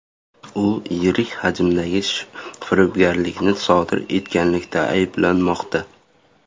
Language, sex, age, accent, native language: Uzbek, male, 18-24, Surxondaryo, Uzbek